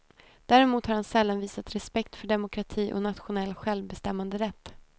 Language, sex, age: Swedish, female, 28